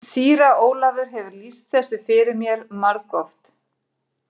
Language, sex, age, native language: Icelandic, female, 40-49, Icelandic